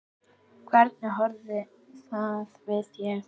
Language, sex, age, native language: Icelandic, female, 40-49, Icelandic